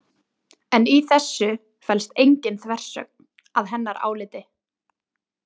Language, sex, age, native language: Icelandic, female, 20-29, Icelandic